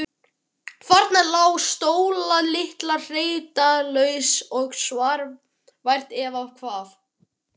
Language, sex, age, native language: Icelandic, male, 12, Icelandic